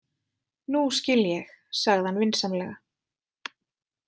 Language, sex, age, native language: Icelandic, female, 20-29, Icelandic